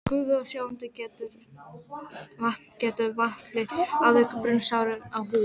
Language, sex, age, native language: Icelandic, female, 12, Icelandic